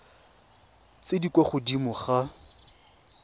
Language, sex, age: Tswana, male, 23